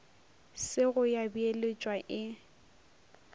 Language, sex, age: Northern Sotho, female, 23